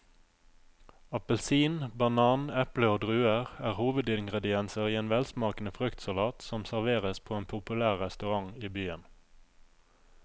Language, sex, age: Norwegian, male, 27